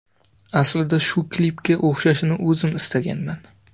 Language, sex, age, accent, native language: Uzbek, male, 25-34, Navoiy, Uzbek